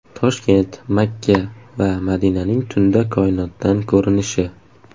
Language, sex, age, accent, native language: Uzbek, male, 18-24, Farg'ona, Uzbek